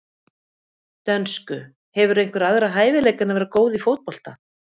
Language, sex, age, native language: Icelandic, female, 50-59, Icelandic